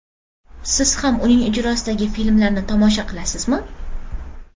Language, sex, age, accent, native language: Uzbek, female, 12-17, Farg'ona, Uzbek